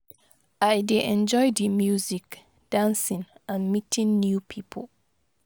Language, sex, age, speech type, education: Nigerian Pidgin, female, 30-45, spontaneous, tertiary